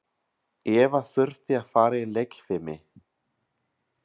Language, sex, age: Icelandic, male, 30-39